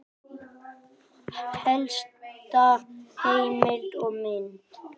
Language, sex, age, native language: Icelandic, male, 9, Icelandic